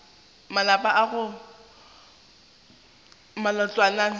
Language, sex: Northern Sotho, female